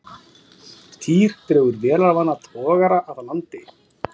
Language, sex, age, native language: Icelandic, female, 30-39, Icelandic